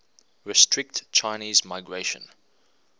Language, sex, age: English, male, 24